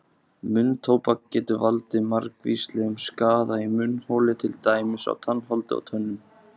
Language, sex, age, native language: Icelandic, male, 20-29, Icelandic